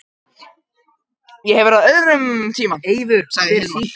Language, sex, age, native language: Icelandic, male, 18-19, Japanese